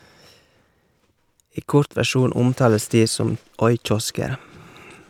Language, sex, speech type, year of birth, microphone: Norwegian, male, read, 1978, Shure